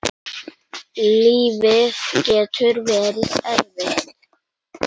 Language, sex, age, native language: Icelandic, male, 9, Icelandic